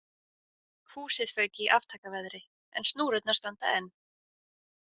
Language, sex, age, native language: Icelandic, female, 20-29, Icelandic